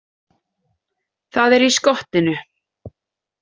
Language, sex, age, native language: Icelandic, female, 30-39, Icelandic